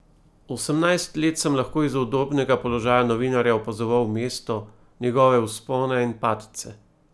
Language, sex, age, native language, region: Slovenian, male, 30-49, Slovenian, Primorsko-notranjska region